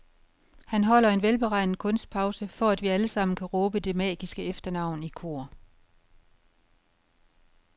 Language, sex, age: Danish, female, 51